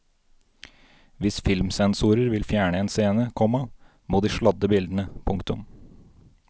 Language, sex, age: Norwegian, male, 29